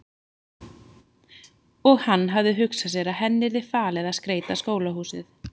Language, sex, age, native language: Icelandic, female, 30-39, Icelandic